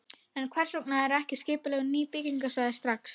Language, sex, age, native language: Icelandic, female, 30-39, Icelandic